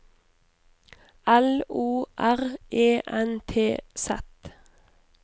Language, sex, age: Norwegian, female, 29